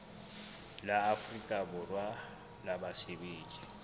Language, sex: Southern Sotho, male